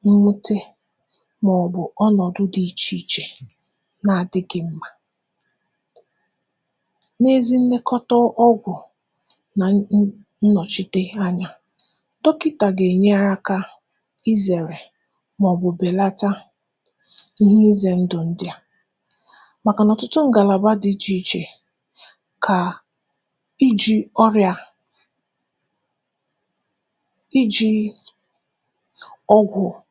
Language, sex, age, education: Igbo, female, 15-29, tertiary